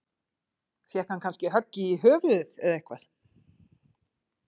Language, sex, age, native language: Icelandic, female, 40-49, Icelandic